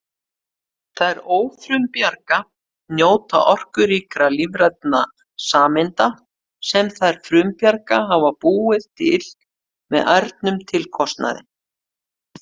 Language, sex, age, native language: Icelandic, female, 50-59, Icelandic